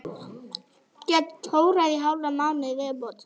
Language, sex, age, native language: Icelandic, female, 12, Icelandic